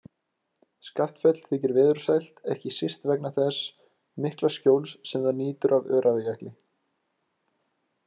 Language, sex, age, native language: Icelandic, male, 20-29, Icelandic